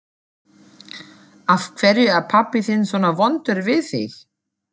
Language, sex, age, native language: Icelandic, female, 40-49, German